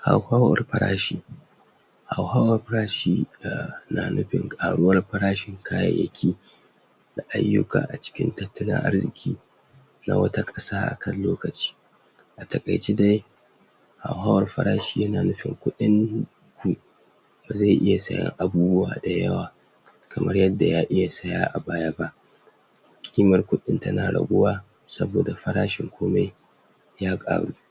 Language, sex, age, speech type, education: Hausa, male, 46-60, spontaneous, tertiary